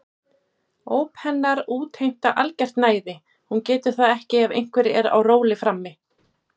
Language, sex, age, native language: Icelandic, female, 40-49, Icelandic